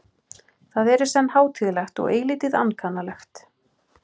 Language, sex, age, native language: Icelandic, male, 12, Icelandic